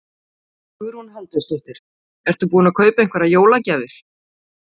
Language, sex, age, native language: Icelandic, female, 40-49, Icelandic